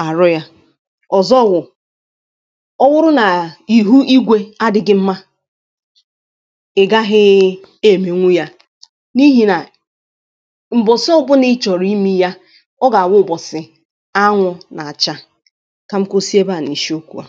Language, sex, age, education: Igbo, female, 15-29, tertiary